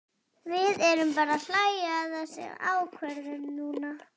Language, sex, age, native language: Icelandic, male, 30-39, Icelandic